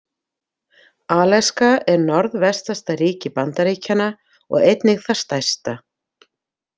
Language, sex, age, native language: Icelandic, female, 50-59, Icelandic